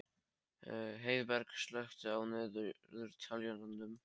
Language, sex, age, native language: Icelandic, male, 13, Polish